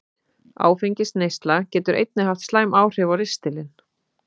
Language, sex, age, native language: Icelandic, female, 30-39, Icelandic